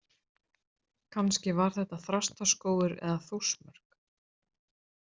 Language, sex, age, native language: Icelandic, male, 30-39, Icelandic